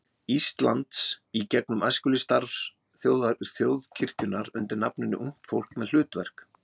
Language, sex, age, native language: Icelandic, male, 40-49, Icelandic